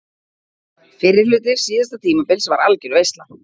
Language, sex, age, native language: Icelandic, female, 40-49, Icelandic